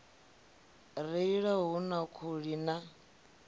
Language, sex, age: Venda, female, 25